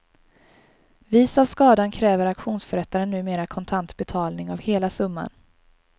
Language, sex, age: Swedish, female, 23